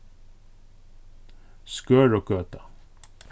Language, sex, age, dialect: Faroese, male, 36-60, Suðurstreymoy